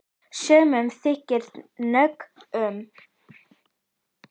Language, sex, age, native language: Icelandic, female, 10, Icelandic